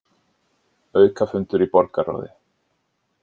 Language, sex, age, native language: Icelandic, male, 40-49, Icelandic